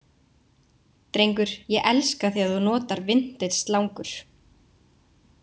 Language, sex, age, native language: Icelandic, female, 20-29, Icelandic